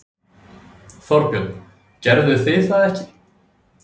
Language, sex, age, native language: Icelandic, male, 30-39, Icelandic